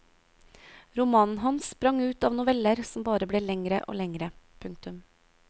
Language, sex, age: Norwegian, female, 22